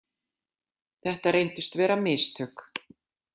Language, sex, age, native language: Icelandic, female, 40-49, Icelandic